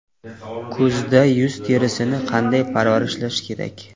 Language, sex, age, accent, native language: Uzbek, male, 25-34, Qashqadaryo, Uzbek